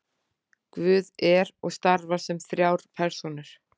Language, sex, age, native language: Icelandic, female, 40-49, Icelandic